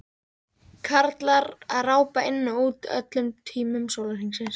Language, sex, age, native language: Icelandic, female, 14, Icelandic